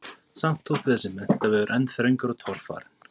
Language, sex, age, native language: Icelandic, male, 30-39, Icelandic